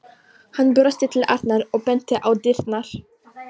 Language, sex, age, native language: Icelandic, female, 18-19, Polish